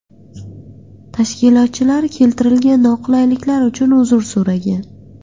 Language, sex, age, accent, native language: Uzbek, female, 18-24, Qashqadaryo, Uzbek